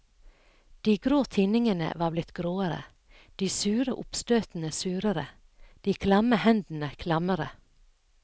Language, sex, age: Norwegian, female, 57